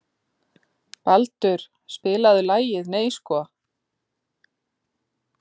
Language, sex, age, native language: Icelandic, female, 40-49, Icelandic